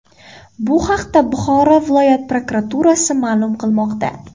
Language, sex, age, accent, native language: Uzbek, female, 18-24, Qoraqalpog'iston, Uzbek